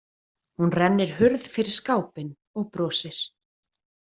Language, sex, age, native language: Icelandic, female, 20-29, Icelandic